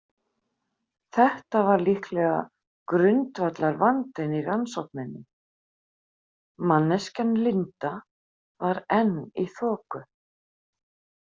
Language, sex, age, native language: Icelandic, female, 50-59, Icelandic